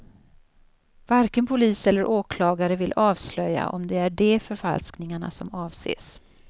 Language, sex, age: Swedish, female, 56